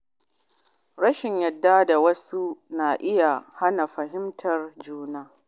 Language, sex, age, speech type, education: Hausa, female, 30-45, spontaneous, tertiary